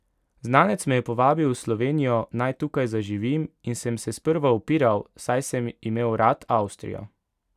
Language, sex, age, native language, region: Slovenian, male, 18-29, Slovenian, Pomurje region